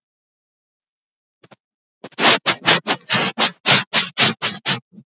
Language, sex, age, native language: Icelandic, male, 11, Icelandic